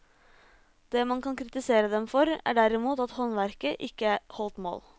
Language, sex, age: Norwegian, female, 26